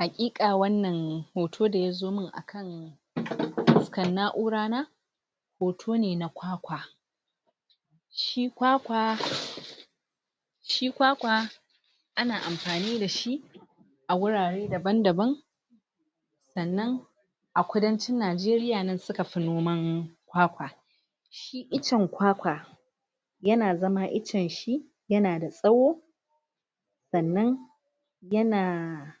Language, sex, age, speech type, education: Hausa, female, 46-60, spontaneous, tertiary